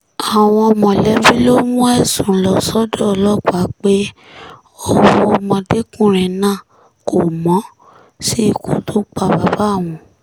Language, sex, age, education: Yoruba, male, 15-29, tertiary